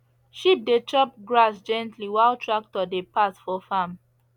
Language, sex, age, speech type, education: Nigerian Pidgin, female, 15-29, spontaneous, secondary